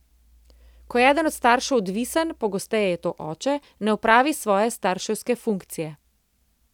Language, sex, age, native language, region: Slovenian, female, 30-49, Slovenian, Central Slovenia